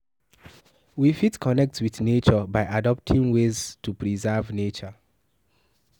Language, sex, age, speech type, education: Nigerian Pidgin, male, 15-29, read, tertiary